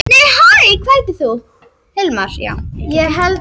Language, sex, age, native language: Icelandic, female, 18-19, Icelandic